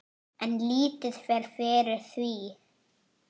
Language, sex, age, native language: Icelandic, male, 8, Icelandic